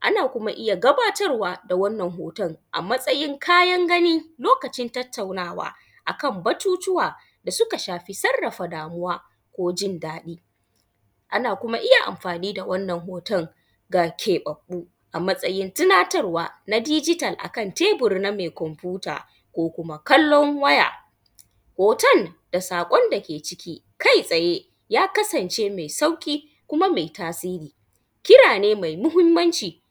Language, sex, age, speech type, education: Hausa, female, 15-29, spontaneous, tertiary